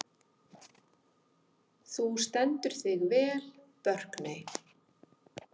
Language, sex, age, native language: Icelandic, female, 50-59, Icelandic